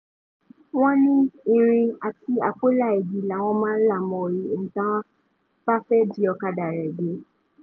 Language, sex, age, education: Yoruba, female, 15-29, tertiary